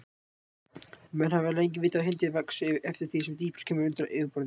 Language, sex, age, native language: Icelandic, male, 18-19, Icelandic